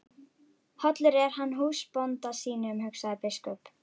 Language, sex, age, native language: Icelandic, female, 12, Icelandic